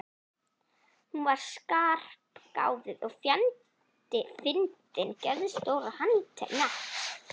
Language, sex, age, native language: Icelandic, female, 11, Icelandic